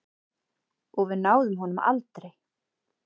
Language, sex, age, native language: Icelandic, male, 8, Icelandic